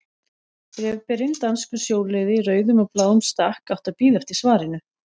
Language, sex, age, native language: Icelandic, female, 40-49, Icelandic